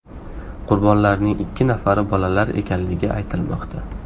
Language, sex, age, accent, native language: Uzbek, male, 18-24, Farg'ona, Uzbek